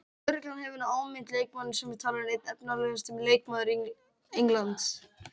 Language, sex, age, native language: Icelandic, female, 18-19, Icelandic